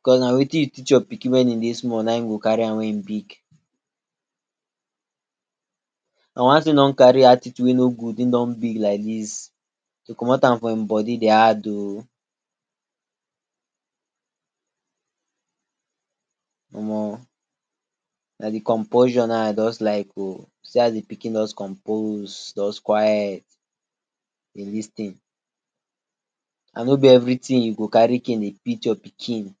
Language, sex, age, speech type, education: Nigerian Pidgin, male, 46-60, spontaneous, tertiary